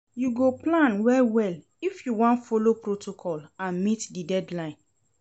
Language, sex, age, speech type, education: Nigerian Pidgin, female, 30-45, read, secondary